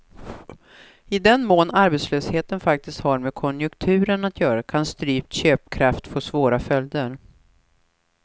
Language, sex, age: Swedish, female, 43